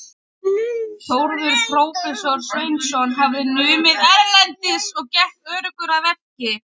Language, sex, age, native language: Icelandic, female, 20-29, Icelandic